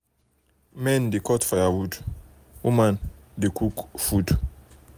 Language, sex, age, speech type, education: Nigerian Pidgin, male, 30-45, spontaneous, tertiary